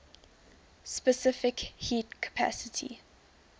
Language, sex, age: English, female, 19